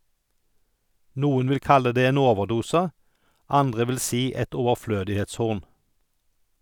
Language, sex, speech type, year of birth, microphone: Norwegian, male, read, 1951, Sennheiser